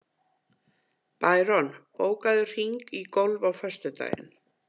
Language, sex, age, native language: Icelandic, female, 50-59, Icelandic